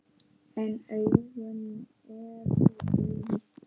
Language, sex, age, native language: Icelandic, male, 9, Icelandic